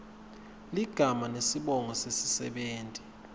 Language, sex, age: Swati, male, 19